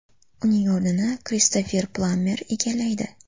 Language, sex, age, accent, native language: Uzbek, female, under 19, Farg'ona, Uzbek